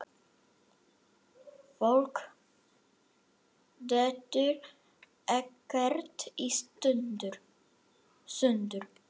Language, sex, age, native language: Icelandic, male, 9, Icelandic